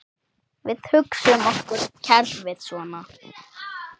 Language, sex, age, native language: Icelandic, male, 8, Icelandic